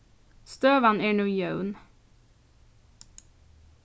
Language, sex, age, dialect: Faroese, female, 15-35, Norðurstreymoy/Eysturoy